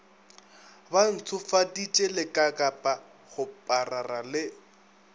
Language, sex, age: Northern Sotho, male, 22